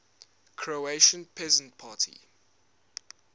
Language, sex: English, male